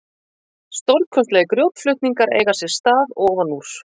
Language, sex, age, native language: Icelandic, female, 50-59, Icelandic